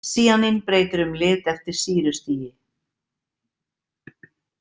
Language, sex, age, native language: Icelandic, female, 50-59, Icelandic